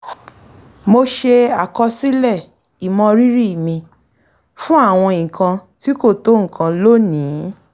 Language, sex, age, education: Yoruba, female, 30-45, tertiary